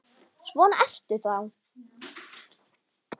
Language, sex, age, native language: Icelandic, female, 10, Icelandic